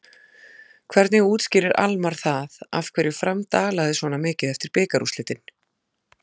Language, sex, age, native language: Icelandic, female, 40-49, Icelandic